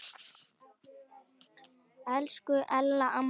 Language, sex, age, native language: Icelandic, female, 10, Icelandic